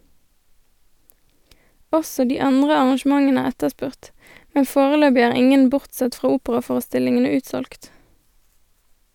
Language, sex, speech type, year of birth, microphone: Norwegian, female, read, 1988, Sennheiser